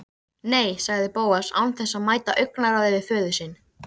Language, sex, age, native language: Icelandic, female, 13, Icelandic